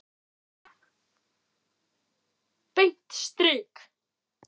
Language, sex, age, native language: Icelandic, female, 9, Icelandic